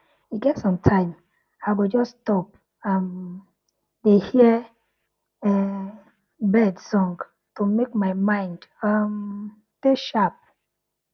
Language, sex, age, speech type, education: Nigerian Pidgin, female, 30-45, spontaneous, tertiary